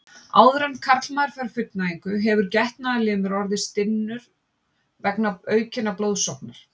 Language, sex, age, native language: Icelandic, female, 50-59, Icelandic